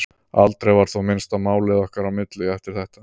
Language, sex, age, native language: Icelandic, male, 30-39, Icelandic